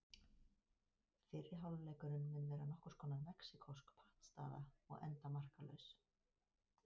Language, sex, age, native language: Icelandic, female, 50-59, Icelandic